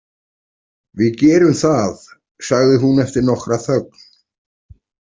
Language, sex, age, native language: Icelandic, male, 40-49, Icelandic